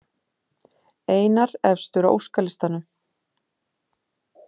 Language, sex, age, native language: Icelandic, female, 50-59, Icelandic